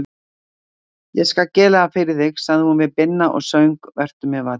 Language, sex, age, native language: Icelandic, female, 60-69, Icelandic